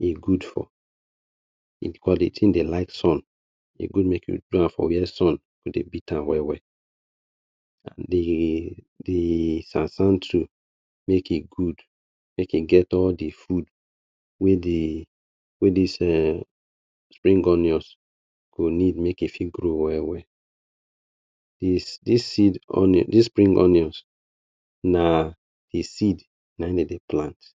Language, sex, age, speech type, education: Nigerian Pidgin, male, 30-45, spontaneous, tertiary